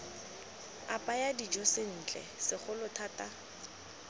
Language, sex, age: Tswana, female, 19